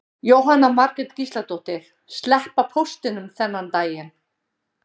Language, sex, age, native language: Icelandic, female, 60-69, Icelandic